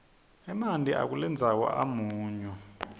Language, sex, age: Swati, male, 26